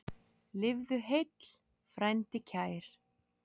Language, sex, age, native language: Icelandic, male, 6, Icelandic